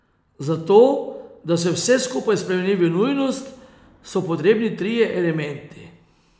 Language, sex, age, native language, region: Slovenian, male, 30-49, Slovenian, Posavska region